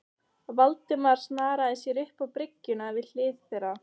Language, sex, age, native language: Icelandic, female, 13, Icelandic